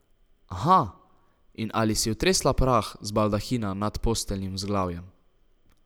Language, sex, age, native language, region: Slovenian, male, 18-29, Slovenian, Savinja region